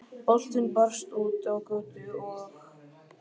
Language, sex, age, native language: Icelandic, male, 13, Icelandic